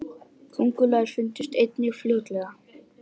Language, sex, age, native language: Icelandic, male, 18-19, Icelandic